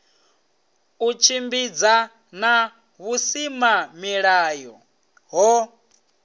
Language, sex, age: Venda, male, 26